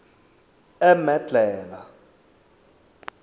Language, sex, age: South Ndebele, male, 23